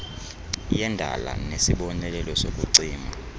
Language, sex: Xhosa, male